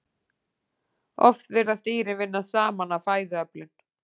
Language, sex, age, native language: Icelandic, female, 40-49, Icelandic